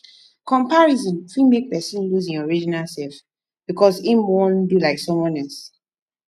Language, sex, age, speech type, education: Nigerian Pidgin, female, 15-29, spontaneous, tertiary